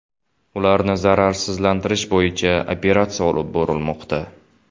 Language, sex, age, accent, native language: Uzbek, male, 18-24, Samarqand, Uzbek